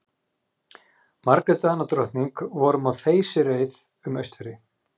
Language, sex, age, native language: Icelandic, male, 40-49, Icelandic